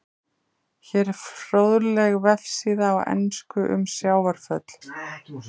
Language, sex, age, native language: Icelandic, female, 30-39, Icelandic